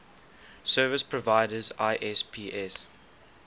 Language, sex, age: English, male, 19